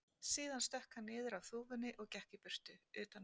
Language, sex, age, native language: Icelandic, female, 40-49, Icelandic